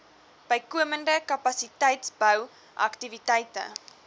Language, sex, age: Afrikaans, female, 20